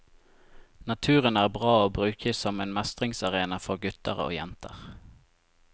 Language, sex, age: Norwegian, male, 25